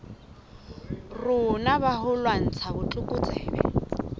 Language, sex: Southern Sotho, female